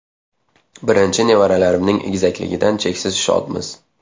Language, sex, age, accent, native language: Uzbek, male, 19-29, Xorazm, Uzbek